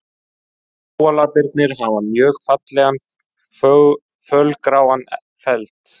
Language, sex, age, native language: Icelandic, male, 20-29, Icelandic